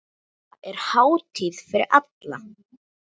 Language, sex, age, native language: Icelandic, female, 9, Icelandic